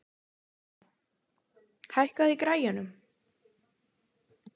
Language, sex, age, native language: Icelandic, female, 20-29, Icelandic